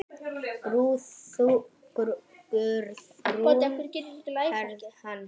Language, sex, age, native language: Icelandic, male, 10, Icelandic